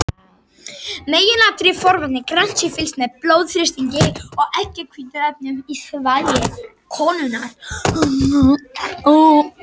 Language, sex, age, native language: Icelandic, male, 60-69, Icelandic